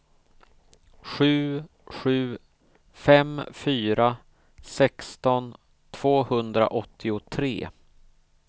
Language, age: Swedish, 38